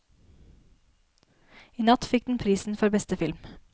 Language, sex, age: Norwegian, female, 19